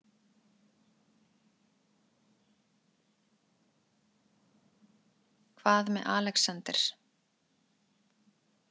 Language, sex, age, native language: Icelandic, female, 40-49, Icelandic